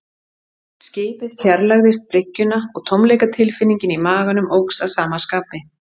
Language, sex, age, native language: Icelandic, female, 40-49, Icelandic